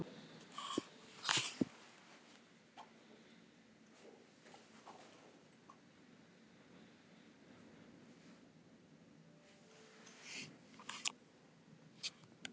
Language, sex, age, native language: Icelandic, female, 18-19, Icelandic